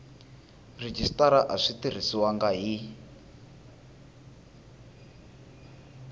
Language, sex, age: Tsonga, male, 19